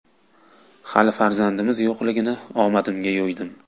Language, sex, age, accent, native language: Uzbek, male, 19-29, Qashqadaryo, Uzbek